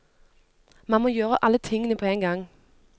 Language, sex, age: Norwegian, female, 25